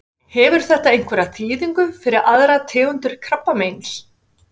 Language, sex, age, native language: Icelandic, female, 50-59, Icelandic